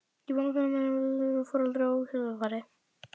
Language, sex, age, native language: Icelandic, female, 40-49, Icelandic